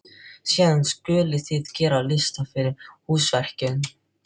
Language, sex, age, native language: Icelandic, male, 12, Filipino